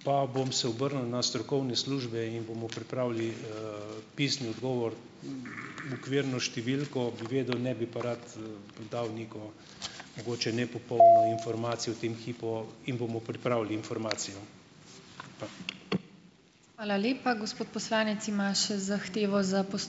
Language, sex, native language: Slovenian, male, Slovenian